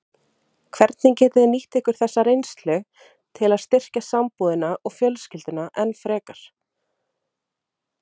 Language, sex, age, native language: Icelandic, female, 30-39, Icelandic